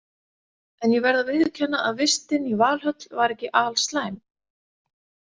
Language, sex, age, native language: Icelandic, female, 40-49, Icelandic